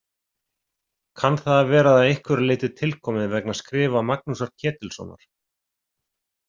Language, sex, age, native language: Icelandic, male, 40-49, Icelandic